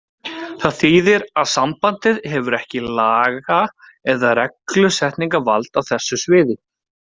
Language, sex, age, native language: Icelandic, male, 30-39, Icelandic